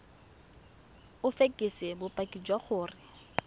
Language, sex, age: Tswana, female, 22